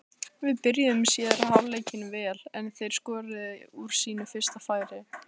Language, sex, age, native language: Icelandic, female, 16, Icelandic